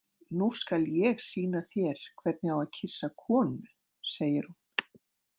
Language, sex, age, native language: Icelandic, female, 60-69, Icelandic